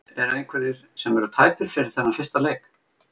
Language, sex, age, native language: Icelandic, male, 50-59, Icelandic